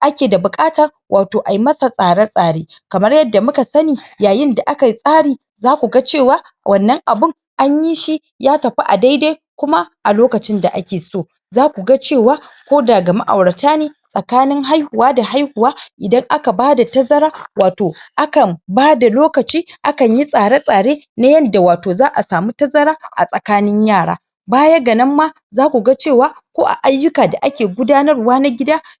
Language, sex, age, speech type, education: Hausa, female, 46-60, spontaneous, tertiary